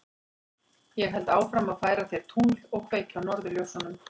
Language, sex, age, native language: Icelandic, female, 40-49, Icelandic